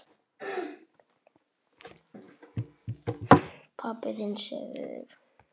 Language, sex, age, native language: Icelandic, male, 10, Icelandic